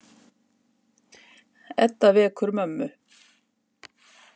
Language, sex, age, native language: Icelandic, female, 50-59, Icelandic